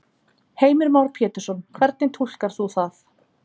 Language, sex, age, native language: Icelandic, female, 30-39, Icelandic